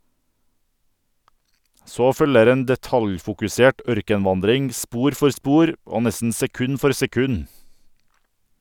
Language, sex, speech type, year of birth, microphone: Norwegian, male, read, 1978, Sennheiser